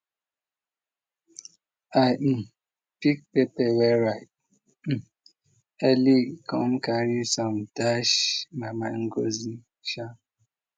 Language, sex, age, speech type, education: Nigerian Pidgin, male, 30-45, spontaneous, tertiary